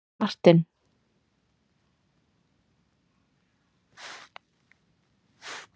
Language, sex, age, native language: Icelandic, female, 30-39, Icelandic